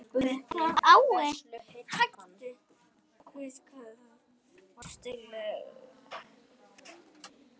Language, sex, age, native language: Icelandic, male, 9, Icelandic